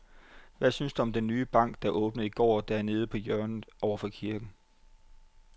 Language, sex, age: Danish, male, 25